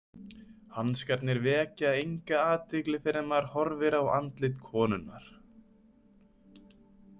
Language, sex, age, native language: Icelandic, male, 20-29, Icelandic